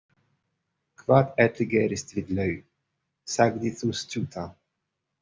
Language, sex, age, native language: Icelandic, male, 30-39, Portuguese